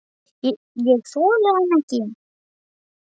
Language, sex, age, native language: Icelandic, male, 7, Icelandic